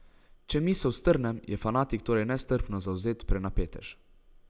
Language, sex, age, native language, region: Slovenian, male, 18-29, Slovenian, Savinja region